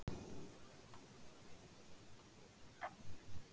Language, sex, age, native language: Icelandic, female, 60-69, Icelandic